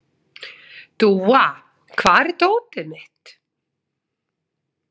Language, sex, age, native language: Icelandic, female, 40-49, Icelandic